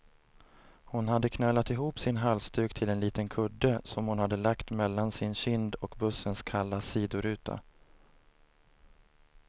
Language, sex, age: Swedish, male, 30